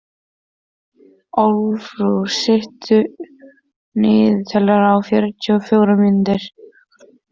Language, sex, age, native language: Icelandic, female, 14, Icelandic